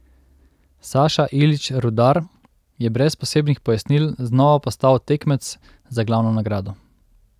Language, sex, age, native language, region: Slovenian, male, 30-49, Slovenian, Central Slovenia